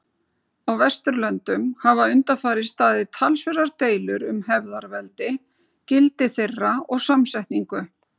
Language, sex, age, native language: Icelandic, female, 40-49, Icelandic